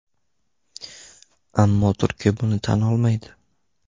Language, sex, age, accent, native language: Uzbek, male, 18-24, Andijon, Uzbek